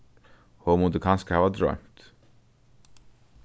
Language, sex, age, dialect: Faroese, male, 15-35, Norðurstreymoy/Eysturoy